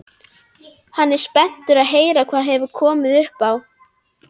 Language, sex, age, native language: Icelandic, female, 11, Icelandic